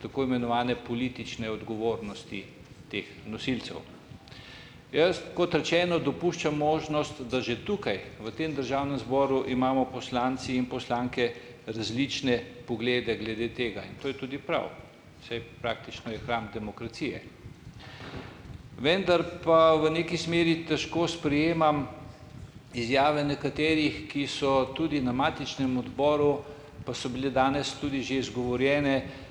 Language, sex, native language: Slovenian, male, Slovenian